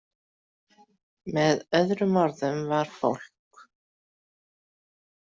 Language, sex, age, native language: Icelandic, female, 40-49, Icelandic